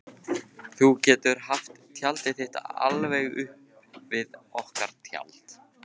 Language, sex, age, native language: Icelandic, male, 15, Icelandic